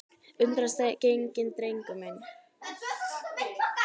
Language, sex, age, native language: Icelandic, female, 9, Icelandic